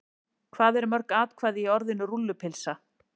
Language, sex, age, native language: Icelandic, female, 40-49, Icelandic